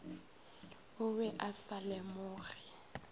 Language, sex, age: Northern Sotho, female, 22